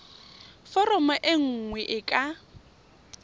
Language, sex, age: Tswana, female, 25